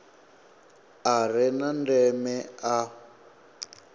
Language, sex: Venda, male